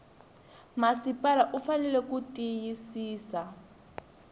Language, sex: Tsonga, female